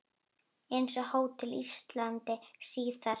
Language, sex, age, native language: Icelandic, female, 9, Icelandic